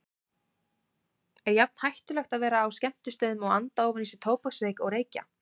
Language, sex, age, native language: Icelandic, female, 18-19, Icelandic